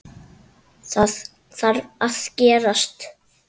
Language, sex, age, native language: Icelandic, male, 7, Icelandic